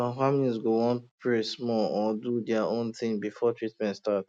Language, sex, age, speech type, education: Nigerian Pidgin, male, 15-29, spontaneous, tertiary